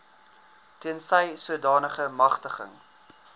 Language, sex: Afrikaans, male